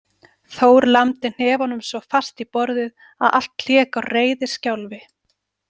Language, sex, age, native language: Icelandic, female, 40-49, Icelandic